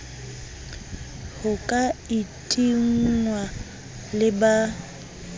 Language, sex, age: Southern Sotho, female, 30